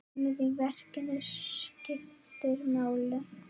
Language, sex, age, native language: Icelandic, female, 9, Icelandic